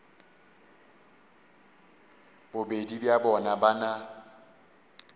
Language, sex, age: Northern Sotho, male, 35